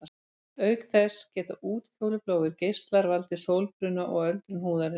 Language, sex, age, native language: Icelandic, female, 50-59, Icelandic